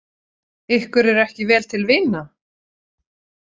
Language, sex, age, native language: Icelandic, female, 30-39, Icelandic